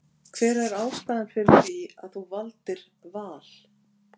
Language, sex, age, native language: Icelandic, female, 50-59, Icelandic